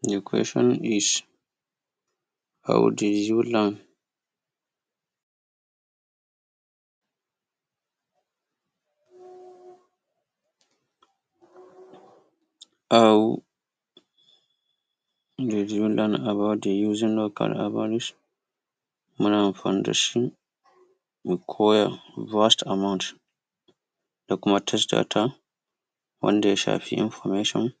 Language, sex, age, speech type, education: Hausa, male, 30-45, spontaneous, tertiary